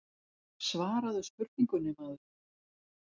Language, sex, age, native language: Icelandic, female, 40-49, Icelandic